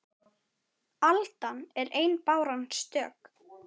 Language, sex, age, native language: Icelandic, male, 9, Icelandic